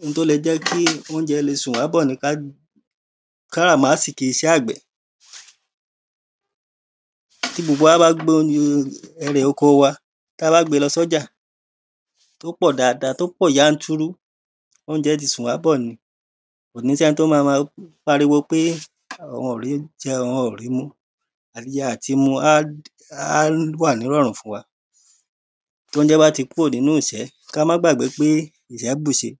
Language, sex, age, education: Yoruba, male, 30-45, primary